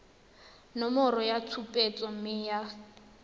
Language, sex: Tswana, female